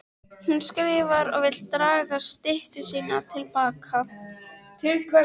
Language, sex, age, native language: Icelandic, female, 13, Icelandic